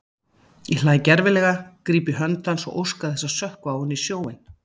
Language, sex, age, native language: Icelandic, female, 40-49, Icelandic